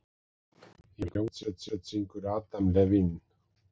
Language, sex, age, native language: Icelandic, male, 40-49, Icelandic